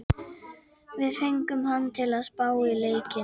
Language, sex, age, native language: Icelandic, female, 50-59, Icelandic